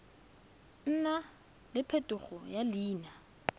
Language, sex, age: Tswana, female, 22